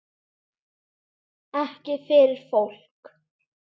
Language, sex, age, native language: Icelandic, female, 10, Icelandic